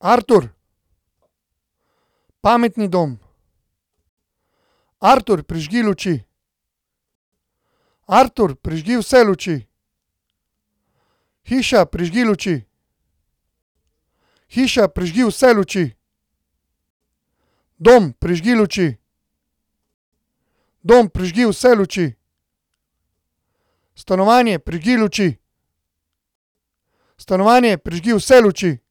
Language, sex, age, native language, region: Slovenian, male, 30-49, Slovenian, Central Slovenia